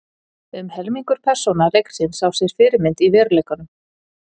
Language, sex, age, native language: Icelandic, female, 40-49, Icelandic